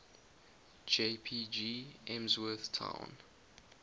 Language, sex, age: English, male, 20